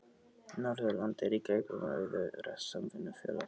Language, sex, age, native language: Icelandic, male, 12, Icelandic